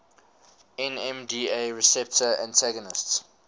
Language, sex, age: English, male, 19